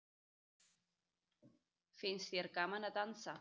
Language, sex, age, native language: Icelandic, female, 30-39, Icelandic